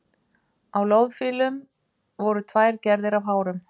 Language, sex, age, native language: Icelandic, female, 50-59, Icelandic